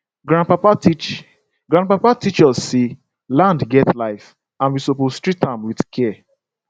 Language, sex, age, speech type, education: Nigerian Pidgin, male, 15-29, spontaneous, secondary